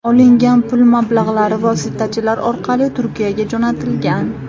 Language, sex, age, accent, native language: Uzbek, female, 18-24, Farg'ona, Uzbek